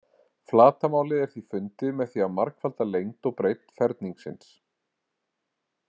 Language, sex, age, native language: Icelandic, male, 40-49, Icelandic